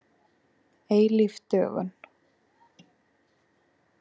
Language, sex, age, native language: Icelandic, female, 20-29, Icelandic